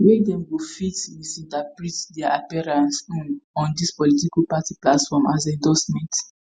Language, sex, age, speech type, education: Nigerian Pidgin, female, 15-29, spontaneous, tertiary